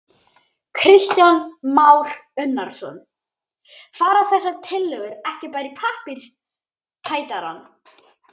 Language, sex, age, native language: Icelandic, male, 11, Icelandic